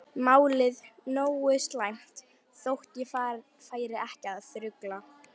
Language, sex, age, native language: Icelandic, female, 11, Icelandic